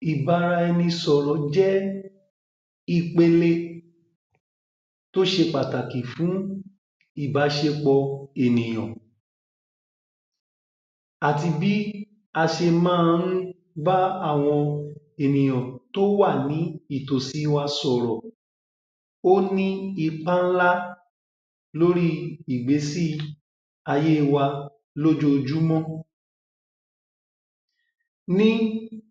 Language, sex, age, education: Yoruba, male, 15-29, tertiary